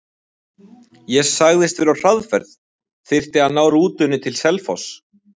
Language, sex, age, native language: Icelandic, male, 20-29, Icelandic